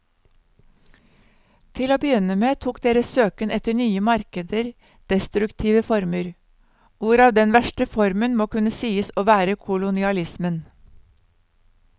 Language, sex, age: Norwegian, female, 59